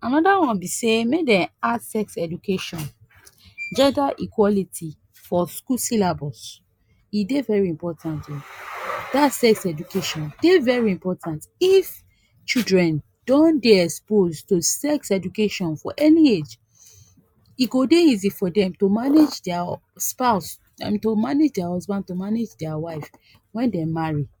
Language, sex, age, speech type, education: Nigerian Pidgin, female, 15-29, spontaneous, tertiary